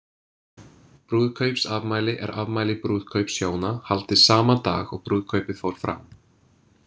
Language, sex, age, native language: Icelandic, male, 20-29, English